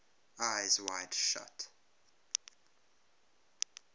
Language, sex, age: English, male, 23